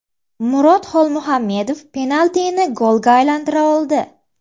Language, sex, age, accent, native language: Uzbek, female, 18-24, Namangan, Uzbek